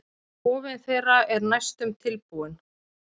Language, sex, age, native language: Icelandic, female, 30-39, Icelandic